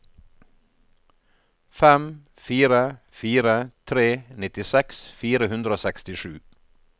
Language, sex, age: Norwegian, male, 48